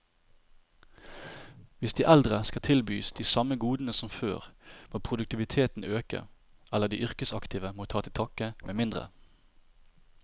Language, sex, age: Norwegian, male, 30